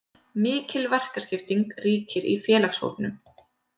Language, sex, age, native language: Icelandic, female, 30-39, Icelandic